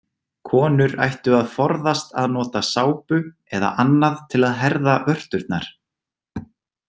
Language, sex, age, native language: Icelandic, male, 20-29, Icelandic